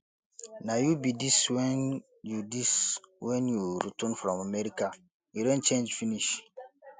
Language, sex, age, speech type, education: Nigerian Pidgin, male, 15-29, spontaneous, tertiary